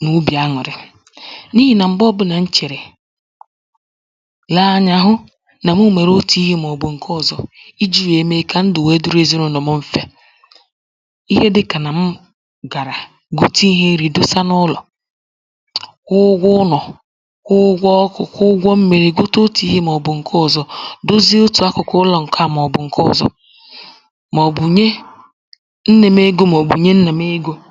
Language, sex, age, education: Igbo, female, 15-29, tertiary